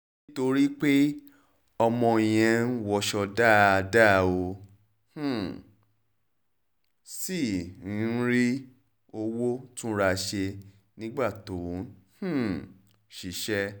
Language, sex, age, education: Yoruba, male, 30-45, tertiary